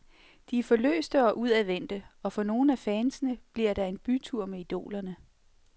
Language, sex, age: Danish, female, 46